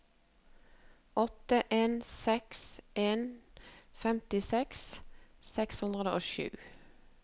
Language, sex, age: Norwegian, female, 48